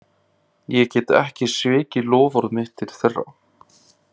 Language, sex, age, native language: Icelandic, male, 30-39, Icelandic